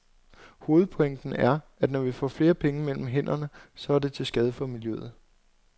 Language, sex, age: Danish, male, 26